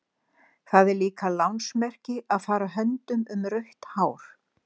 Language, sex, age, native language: Icelandic, female, 60-69, Icelandic